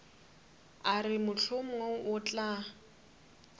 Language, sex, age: Northern Sotho, female, 27